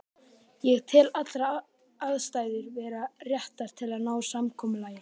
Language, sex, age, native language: Icelandic, male, 18-19, Icelandic